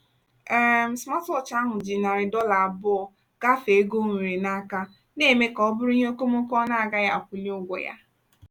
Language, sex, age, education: Igbo, female, 15-29, tertiary